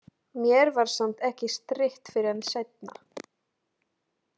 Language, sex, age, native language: Icelandic, female, 30-39, Polish